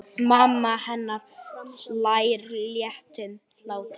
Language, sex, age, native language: Icelandic, male, 8, Icelandic